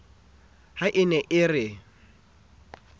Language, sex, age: Southern Sotho, male, 27